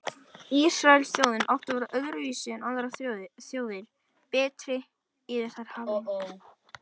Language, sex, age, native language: Icelandic, male, 18-19, Icelandic